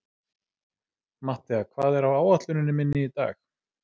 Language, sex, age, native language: Icelandic, male, 30-39, Icelandic